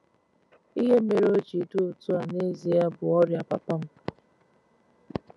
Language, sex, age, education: Igbo, female, 15-29, tertiary